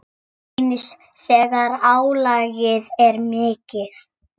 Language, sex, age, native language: Icelandic, female, 6, Icelandic